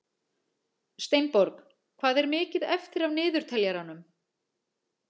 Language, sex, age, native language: Icelandic, female, 40-49, Icelandic